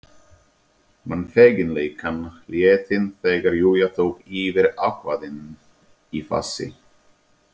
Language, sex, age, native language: Icelandic, male, 30-39, Czech